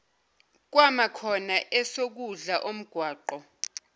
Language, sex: Zulu, female